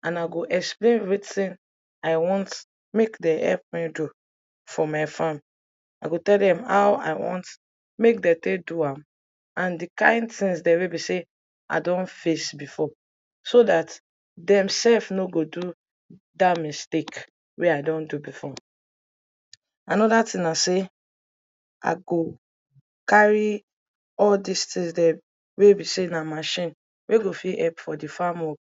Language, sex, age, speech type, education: Nigerian Pidgin, female, 15-29, spontaneous, tertiary